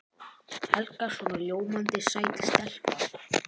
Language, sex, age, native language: Icelandic, female, 18-19, Icelandic